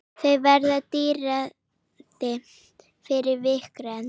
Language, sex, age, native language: Icelandic, female, 9, Icelandic